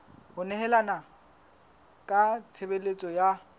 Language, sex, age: Southern Sotho, male, 20